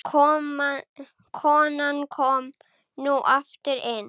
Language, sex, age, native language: Icelandic, male, 9, Icelandic